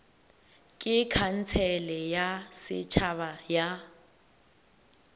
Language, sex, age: Northern Sotho, female, 18